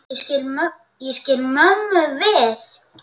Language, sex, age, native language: Icelandic, male, 7, Icelandic